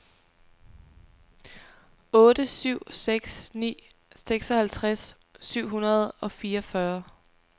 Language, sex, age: Danish, female, 23